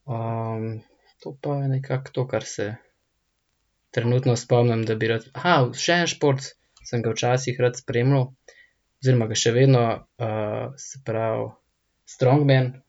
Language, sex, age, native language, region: Slovenian, male, 18-29, Slovenian, Central Slovenia